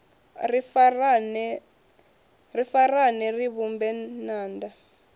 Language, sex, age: Venda, female, 21